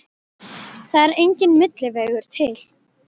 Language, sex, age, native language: Icelandic, female, 12, Icelandic